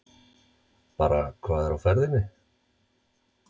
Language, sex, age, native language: Icelandic, male, 30-39, Icelandic